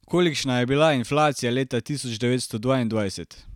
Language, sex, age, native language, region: Slovenian, male, 18-29, Slovenian, Carinthia region